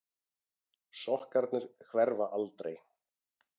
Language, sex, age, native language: Icelandic, male, 40-49, Icelandic